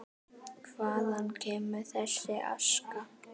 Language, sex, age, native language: Icelandic, female, 7, Icelandic